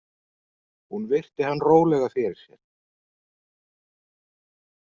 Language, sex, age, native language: Icelandic, male, 40-49, Icelandic